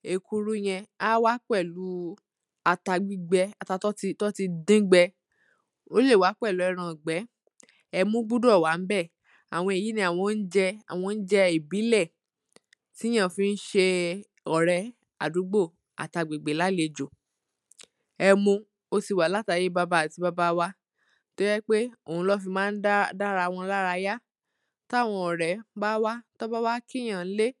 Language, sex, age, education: Yoruba, female, 15-29, tertiary